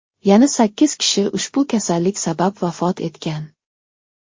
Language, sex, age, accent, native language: Uzbek, male, 19-29, Xorazm, Uzbek